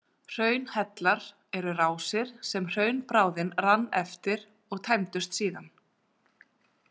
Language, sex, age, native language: Icelandic, female, 40-49, Icelandic